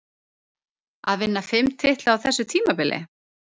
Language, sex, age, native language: Icelandic, female, 30-39, Icelandic